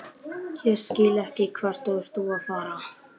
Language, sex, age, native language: Icelandic, male, 11, Icelandic